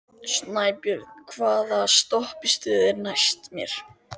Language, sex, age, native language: Icelandic, male, 13, Icelandic